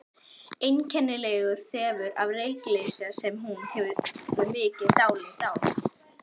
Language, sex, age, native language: Icelandic, female, 11, Icelandic